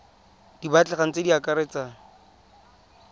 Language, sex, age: Tswana, male, 20